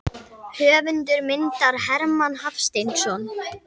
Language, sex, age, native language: Icelandic, female, 50-59, Icelandic